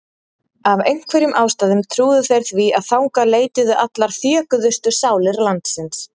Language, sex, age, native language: Icelandic, female, 30-39, Icelandic